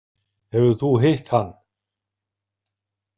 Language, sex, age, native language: Icelandic, male, 50-59, Icelandic